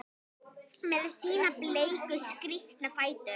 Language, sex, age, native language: Icelandic, female, 10, Icelandic